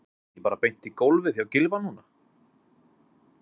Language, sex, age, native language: Icelandic, male, 20-29, Icelandic